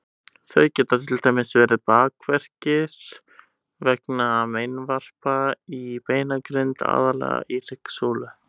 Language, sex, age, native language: Icelandic, male, 18-19, Icelandic